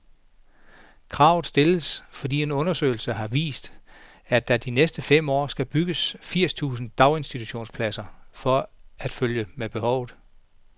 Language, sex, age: Danish, male, 49